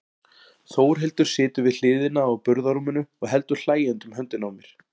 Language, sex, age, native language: Icelandic, male, 40-49, Icelandic